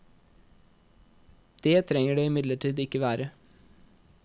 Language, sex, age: Norwegian, male, 21